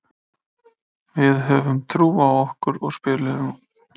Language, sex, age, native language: Icelandic, male, 30-39, Icelandic